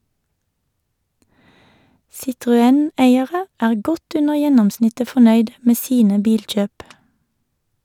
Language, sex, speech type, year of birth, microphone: Norwegian, female, read, 1978, Shure